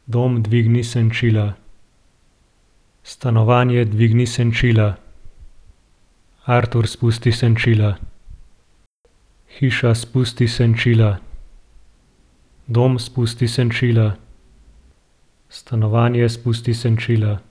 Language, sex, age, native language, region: Slovenian, male, 30-49, Slovenian, Gorenjska region